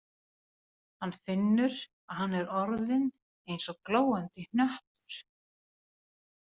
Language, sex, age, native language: Icelandic, female, 40-49, Finnish